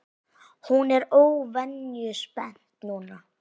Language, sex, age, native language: Icelandic, female, 9, Icelandic